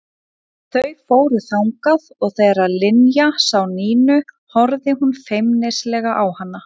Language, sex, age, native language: Icelandic, female, 30-39, Icelandic